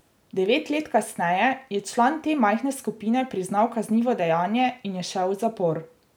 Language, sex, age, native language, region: Slovenian, female, 18-29, Slovenian, Drava region